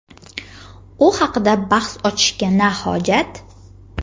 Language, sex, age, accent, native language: Uzbek, female, 19-29, Jizzax, Uzbek